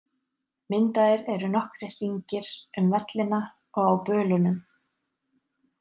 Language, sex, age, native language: Icelandic, female, 30-39, Icelandic